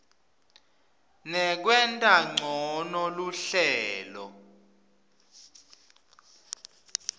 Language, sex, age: Swati, male, 25